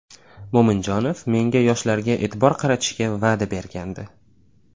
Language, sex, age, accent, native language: Uzbek, male, 18-24, Toshkent viloyati, Uzbek